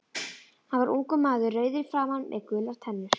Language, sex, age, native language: Icelandic, female, 11, Icelandic